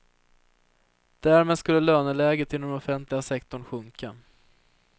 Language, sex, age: Swedish, female, 30